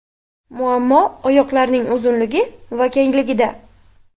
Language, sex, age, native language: Uzbek, female, 18-24, Uzbek